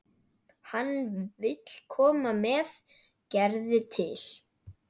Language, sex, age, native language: Icelandic, male, 12, Icelandic